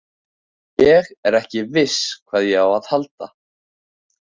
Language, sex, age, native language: Icelandic, male, 18-19, Icelandic